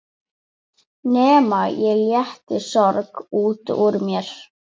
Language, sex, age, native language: Icelandic, female, 11, Icelandic